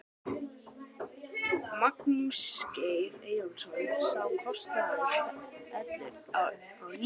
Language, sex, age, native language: Icelandic, male, 12, Icelandic